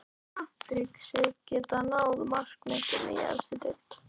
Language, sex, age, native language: Icelandic, female, 12, Icelandic